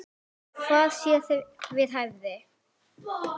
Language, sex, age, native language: Icelandic, female, 9, Icelandic